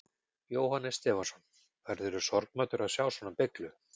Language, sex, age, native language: Icelandic, male, 40-49, Icelandic